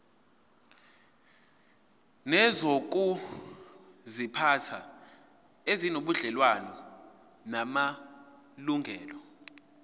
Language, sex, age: Zulu, male, 22